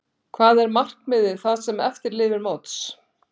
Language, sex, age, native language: Icelandic, female, 60-69, Icelandic